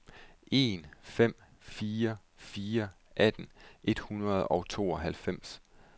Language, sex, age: Danish, male, 31